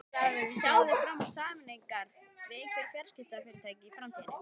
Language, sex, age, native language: Icelandic, male, 12, Icelandic